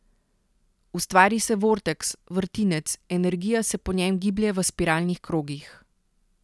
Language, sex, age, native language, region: Slovenian, female, 30-49, Slovenian, Central Slovenia